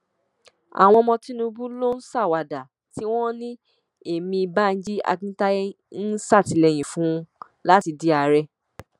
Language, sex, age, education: Yoruba, female, 15-29, tertiary